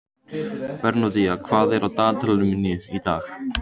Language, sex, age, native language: Icelandic, male, 18-19, Icelandic